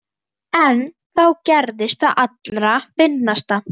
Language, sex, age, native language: Icelandic, female, 11, Icelandic